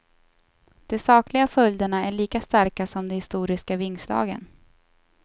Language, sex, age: Swedish, female, 24